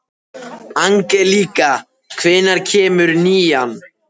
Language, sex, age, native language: Icelandic, male, 14, Icelandic